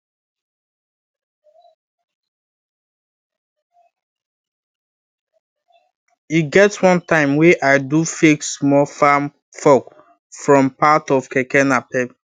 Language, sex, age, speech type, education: Nigerian Pidgin, male, 15-29, spontaneous, tertiary